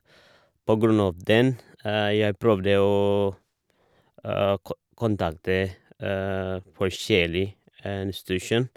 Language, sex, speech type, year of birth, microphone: Norwegian, male, spontaneous, 1978, Shure